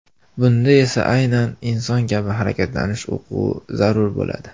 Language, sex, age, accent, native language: Uzbek, male, 18-24, Farg'ona, Uzbek